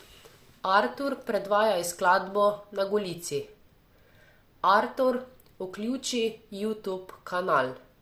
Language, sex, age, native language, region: Slovenian, female, 18-29, Slovenian, Savinja region